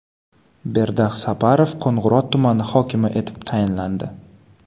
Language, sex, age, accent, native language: Uzbek, male, 18-24, Qoraqalpog'iston, Karakalpak